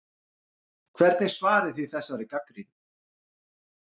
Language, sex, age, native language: Icelandic, male, 40-49, Icelandic